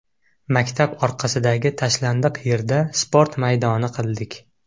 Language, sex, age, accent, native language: Uzbek, male, 18-24, Qashqadaryo, Uzbek